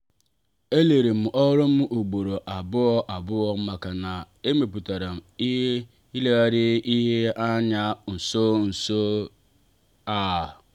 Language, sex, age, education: Igbo, male, 30-45, tertiary